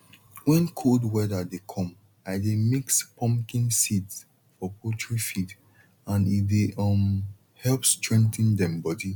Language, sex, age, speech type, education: Nigerian Pidgin, male, 30-45, spontaneous, tertiary